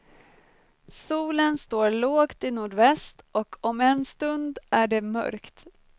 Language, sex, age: Swedish, female, 23